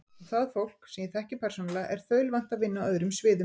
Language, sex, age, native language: Icelandic, female, 50-59, Icelandic